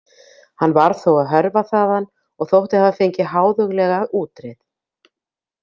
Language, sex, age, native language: Icelandic, female, 50-59, Icelandic